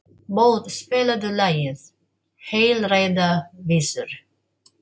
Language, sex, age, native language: Icelandic, female, 40-49, Filipino